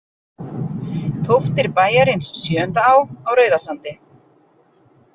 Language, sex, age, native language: Icelandic, female, 40-49, Icelandic